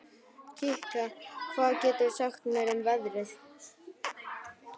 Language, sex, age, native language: Icelandic, male, 11, Icelandic